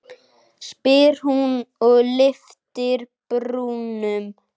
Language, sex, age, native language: Icelandic, male, 9, Icelandic